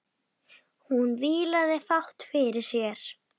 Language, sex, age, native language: Icelandic, female, 10, Icelandic